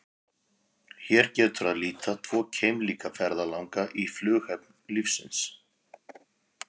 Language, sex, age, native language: Icelandic, male, 50-59, Icelandic